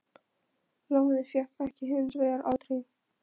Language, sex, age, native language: Icelandic, female, 13, Polish